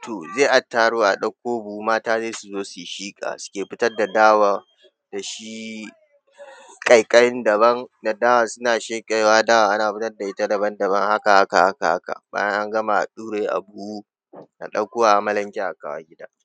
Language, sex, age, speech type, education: Hausa, male, 15-29, spontaneous, tertiary